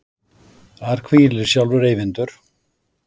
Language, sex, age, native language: Icelandic, male, 60-69, Icelandic